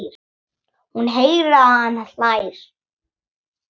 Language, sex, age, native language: Icelandic, male, 8, Icelandic